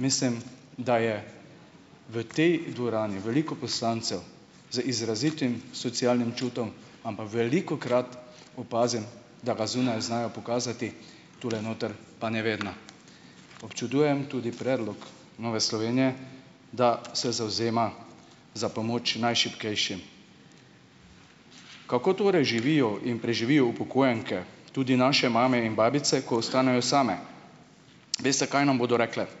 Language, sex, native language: Slovenian, male, Slovenian